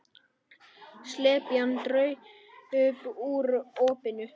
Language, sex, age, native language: Icelandic, male, 9, Icelandic